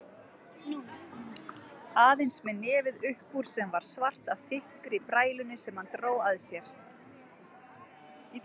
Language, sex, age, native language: Icelandic, female, 40-49, Icelandic